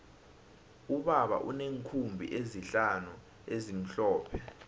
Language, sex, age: South Ndebele, male, 19